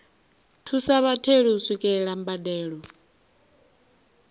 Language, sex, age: Venda, female, 19